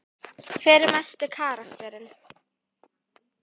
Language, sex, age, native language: Icelandic, female, 11, Icelandic